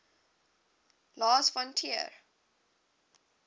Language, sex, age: English, female, 20